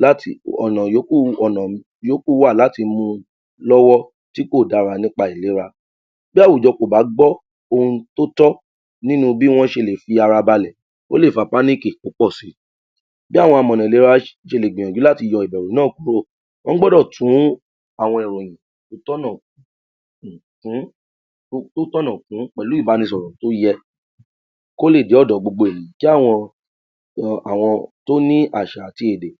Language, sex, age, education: Yoruba, male, 30-45, tertiary